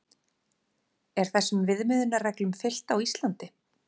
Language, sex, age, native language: Icelandic, female, 30-39, Icelandic